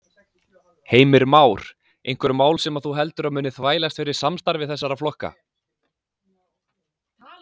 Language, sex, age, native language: Icelandic, male, 20-29, Icelandic